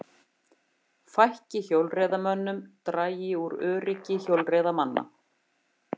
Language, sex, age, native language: Icelandic, female, 50-59, Icelandic